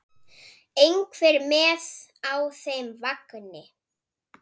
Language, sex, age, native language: Icelandic, female, 9, Icelandic